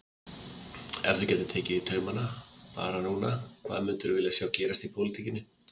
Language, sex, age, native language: Icelandic, male, 50-59, Icelandic